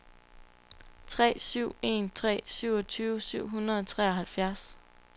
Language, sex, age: Danish, female, 22